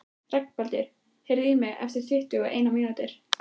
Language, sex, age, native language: Icelandic, female, 13, Icelandic